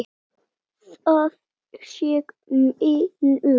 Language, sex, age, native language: Icelandic, male, 7, Icelandic